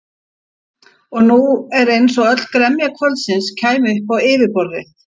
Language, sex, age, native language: Icelandic, female, 50-59, Icelandic